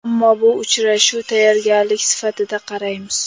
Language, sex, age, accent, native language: Uzbek, female, 19-29, Toshkent viloyati, Uzbek